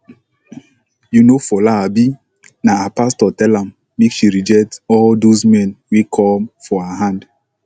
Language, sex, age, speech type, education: Nigerian Pidgin, male, 15-29, spontaneous, tertiary